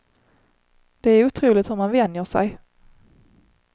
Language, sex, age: Swedish, female, 30